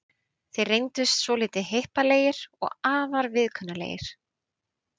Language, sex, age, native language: Icelandic, female, 30-39, Icelandic